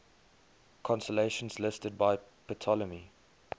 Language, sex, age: English, male, 23